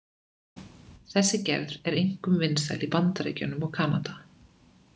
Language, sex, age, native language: Icelandic, female, 20-29, Icelandic